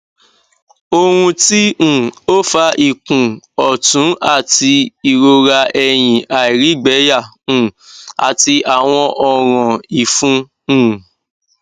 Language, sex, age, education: Yoruba, male, 15-29, tertiary